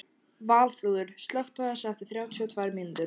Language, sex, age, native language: Icelandic, female, 14, Icelandic